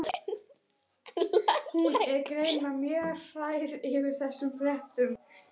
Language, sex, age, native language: Icelandic, female, 11, Icelandic